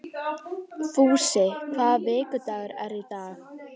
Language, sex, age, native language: Icelandic, female, 13, Icelandic